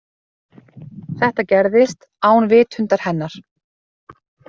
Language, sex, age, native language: Icelandic, female, 40-49, Icelandic